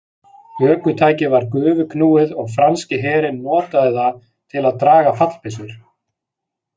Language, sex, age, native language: Icelandic, male, 40-49, Icelandic